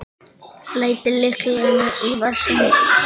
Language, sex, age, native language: Icelandic, male, 10, Icelandic